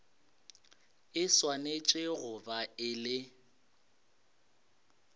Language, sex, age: Northern Sotho, male, 22